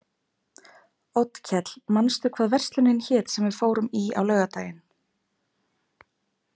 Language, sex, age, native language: Icelandic, female, 20-29, Icelandic